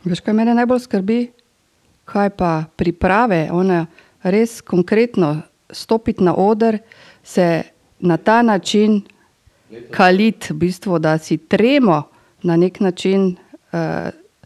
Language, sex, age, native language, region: Slovenian, female, 50-59, Slovenian, Drava region